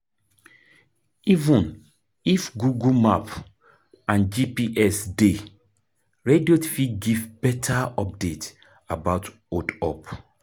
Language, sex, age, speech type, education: Nigerian Pidgin, male, 30-45, spontaneous, tertiary